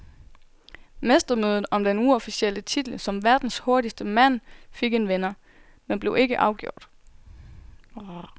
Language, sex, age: Danish, female, 24